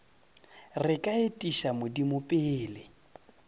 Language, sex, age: Northern Sotho, male, 30